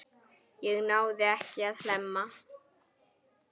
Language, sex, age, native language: Icelandic, female, 10, Icelandic